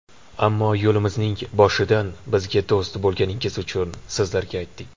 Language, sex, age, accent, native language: Uzbek, male, 18-24, Toshkent shahri, Uzbek